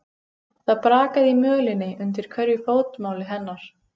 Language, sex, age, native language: Icelandic, female, 15, Icelandic